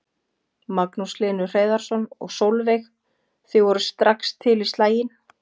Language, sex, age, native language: Icelandic, female, 40-49, Icelandic